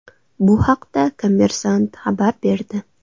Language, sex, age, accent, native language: Uzbek, female, 19-29, Andijon, Uzbek